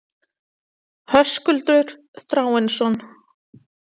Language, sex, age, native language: Icelandic, female, 30-39, Icelandic